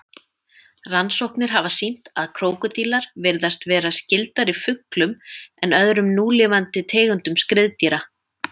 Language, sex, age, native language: Icelandic, female, 30-39, Icelandic